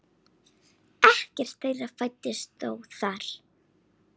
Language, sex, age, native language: Icelandic, female, 9, Icelandic